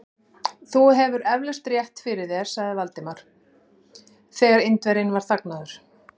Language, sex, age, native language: Icelandic, female, 40-49, Icelandic